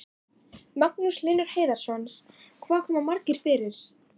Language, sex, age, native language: Icelandic, female, 11, Icelandic